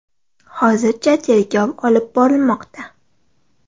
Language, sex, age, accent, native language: Uzbek, female, 18-24, Qoraqalpog'iston, Karakalpak